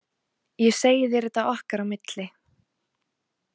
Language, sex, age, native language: Icelandic, female, 20-29, Icelandic